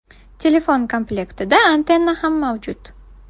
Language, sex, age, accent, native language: Uzbek, female, 19-29, Buxoro, Uzbek